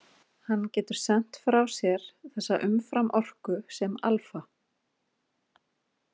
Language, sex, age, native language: Icelandic, female, 40-49, Icelandic